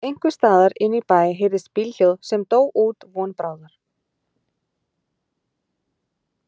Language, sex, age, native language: Icelandic, female, 30-39, Icelandic